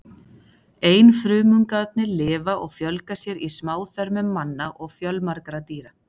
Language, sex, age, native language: Icelandic, female, 40-49, Icelandic